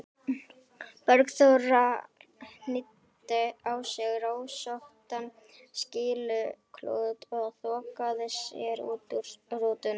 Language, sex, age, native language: Icelandic, female, 18-19, Icelandic